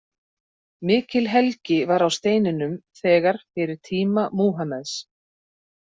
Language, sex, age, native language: Icelandic, female, 40-49, Icelandic